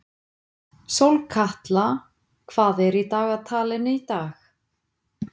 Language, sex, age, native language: Icelandic, female, 50-59, Icelandic